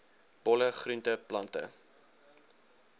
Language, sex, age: Afrikaans, male, 19